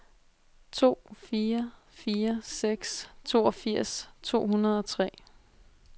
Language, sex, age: Danish, female, 22